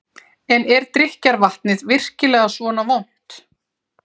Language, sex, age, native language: Icelandic, female, 40-49, Icelandic